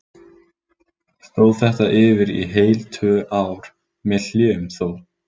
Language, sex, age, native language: Icelandic, male, 20-29, Icelandic